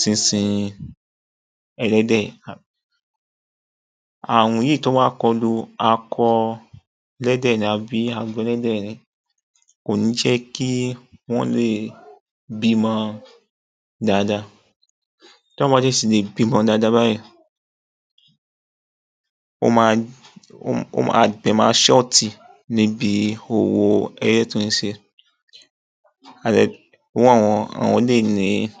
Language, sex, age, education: Yoruba, male, 15-29, tertiary